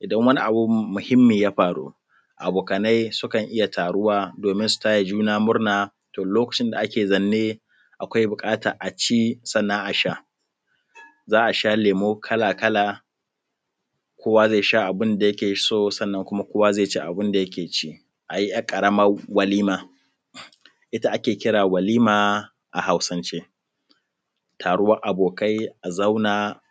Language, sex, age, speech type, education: Hausa, male, 15-29, spontaneous, primary